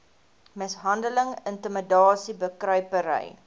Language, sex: Afrikaans, female